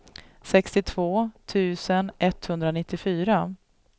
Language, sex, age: Swedish, female, 37